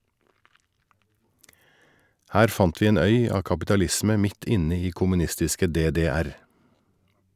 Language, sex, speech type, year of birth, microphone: Norwegian, male, read, 1961, Shure